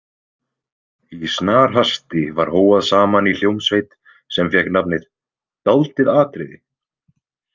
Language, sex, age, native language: Icelandic, male, 20-29, Icelandic